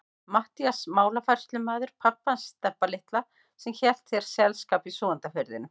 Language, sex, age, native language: Icelandic, female, 50-59, Icelandic